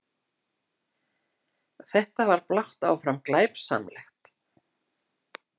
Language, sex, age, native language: Icelandic, female, 60-69, Icelandic